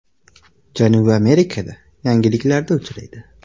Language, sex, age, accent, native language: Uzbek, male, 18-24, Toshkent viloyati, Uzbek